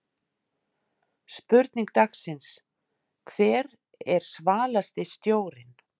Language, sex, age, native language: Icelandic, female, 50-59, Icelandic